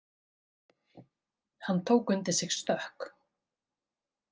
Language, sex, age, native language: Icelandic, female, 30-39, Icelandic